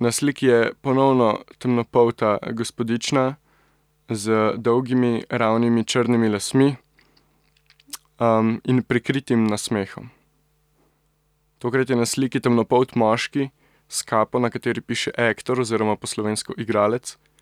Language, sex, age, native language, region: Slovenian, male, 18-29, Slovenian, Central Slovenia